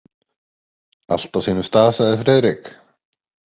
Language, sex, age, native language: Icelandic, male, 30-39, Icelandic